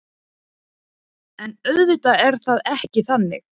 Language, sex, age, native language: Icelandic, female, 20-29, Icelandic